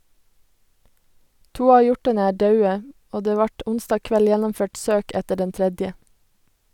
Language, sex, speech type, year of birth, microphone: Norwegian, female, read, 1991, Sennheiser